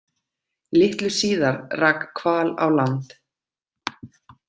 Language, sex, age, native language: Icelandic, female, 30-39, Icelandic